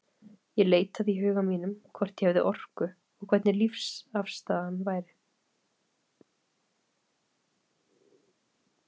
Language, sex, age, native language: Icelandic, female, 30-39, Icelandic